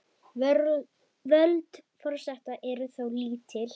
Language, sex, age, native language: Icelandic, female, 10, Icelandic